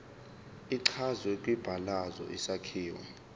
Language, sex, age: Zulu, male, 18